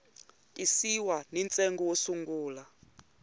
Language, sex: Tsonga, male